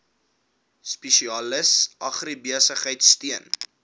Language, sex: Afrikaans, male